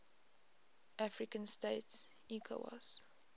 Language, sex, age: English, female, 20